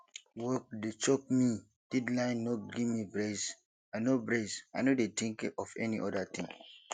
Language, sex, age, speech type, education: Nigerian Pidgin, male, 15-29, spontaneous, tertiary